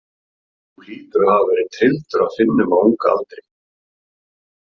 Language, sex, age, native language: Icelandic, male, 30-39, Icelandic